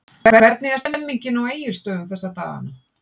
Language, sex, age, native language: Icelandic, female, 50-59, Icelandic